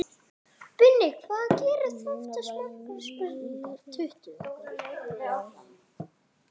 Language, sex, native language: Icelandic, female, Icelandic